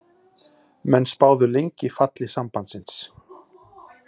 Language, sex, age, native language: Icelandic, male, 40-49, Icelandic